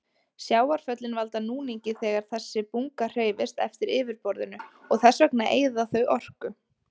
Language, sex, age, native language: Icelandic, female, 20-29, Icelandic